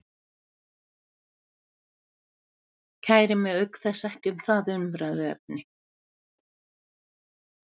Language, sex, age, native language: Icelandic, female, 70-79, Icelandic